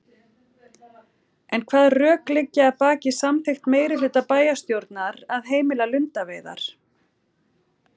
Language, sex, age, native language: Icelandic, female, 40-49, Icelandic